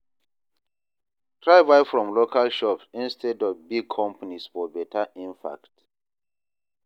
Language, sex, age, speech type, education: Nigerian Pidgin, male, 30-45, read, tertiary